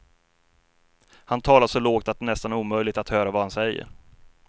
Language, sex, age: Swedish, male, 33